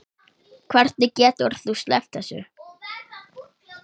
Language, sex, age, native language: Icelandic, male, 8, Icelandic